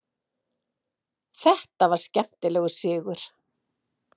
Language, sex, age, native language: Icelandic, female, 50-59, Icelandic